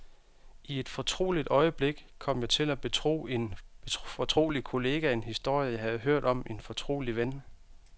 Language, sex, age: Danish, male, 32